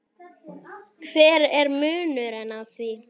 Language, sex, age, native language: Icelandic, female, 9, Icelandic